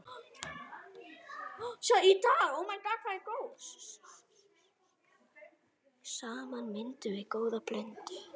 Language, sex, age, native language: Icelandic, female, 10, Icelandic